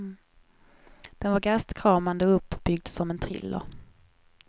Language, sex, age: Swedish, female, 21